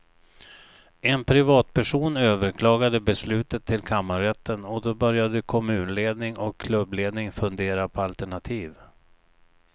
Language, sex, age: Swedish, male, 59